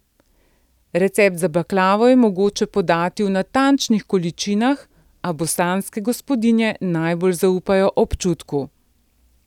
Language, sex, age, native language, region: Slovenian, female, 50-59, Slovenian, Central Slovenia